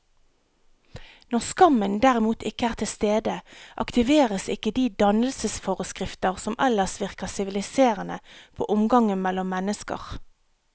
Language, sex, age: Norwegian, female, 37